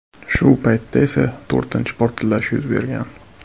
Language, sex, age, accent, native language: Uzbek, male, 25-34, Farg'ona, Uzbek